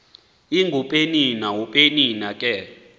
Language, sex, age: Xhosa, male, 20